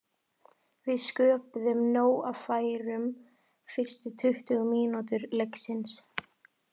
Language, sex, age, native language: Icelandic, female, 18-19, Icelandic